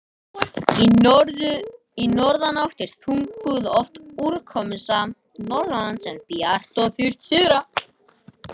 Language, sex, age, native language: Icelandic, male, 18-19, Icelandic